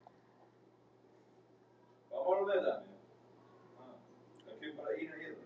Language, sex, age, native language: Icelandic, female, 50-59, Icelandic